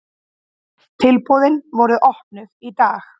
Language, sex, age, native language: Icelandic, female, 30-39, Icelandic